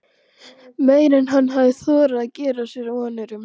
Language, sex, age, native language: Icelandic, female, 12, Icelandic